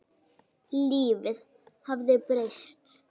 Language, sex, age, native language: Icelandic, female, 9, Icelandic